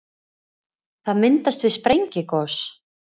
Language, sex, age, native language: Icelandic, female, 20-29, Icelandic